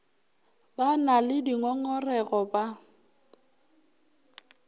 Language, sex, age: Northern Sotho, female, 23